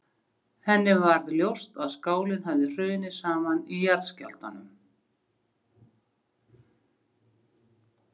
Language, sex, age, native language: Icelandic, female, 60-69, Icelandic